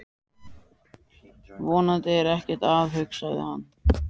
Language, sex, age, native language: Icelandic, male, 14, Icelandic